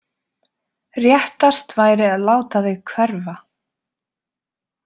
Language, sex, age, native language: Icelandic, female, 20-29, Icelandic